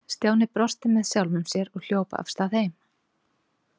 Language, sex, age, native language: Icelandic, female, 40-49, Icelandic